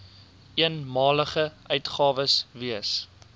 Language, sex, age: Afrikaans, male, 22